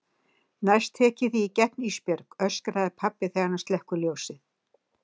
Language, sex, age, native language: Icelandic, female, 60-69, Icelandic